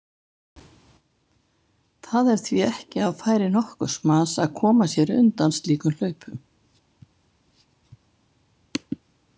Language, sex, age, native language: Icelandic, female, 70-79, Icelandic